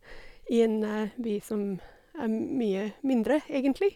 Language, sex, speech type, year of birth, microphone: Norwegian, female, spontaneous, 1985, Sennheiser